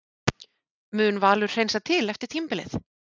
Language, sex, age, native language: Icelandic, female, 40-49, Icelandic